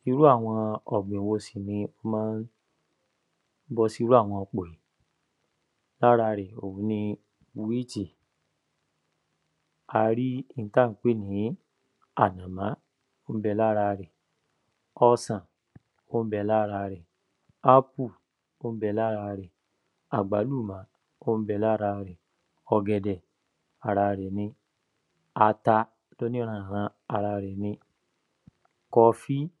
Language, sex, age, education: Yoruba, male, 15-29, tertiary